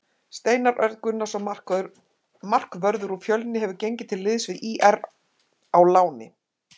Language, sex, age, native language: Icelandic, female, 50-59, Icelandic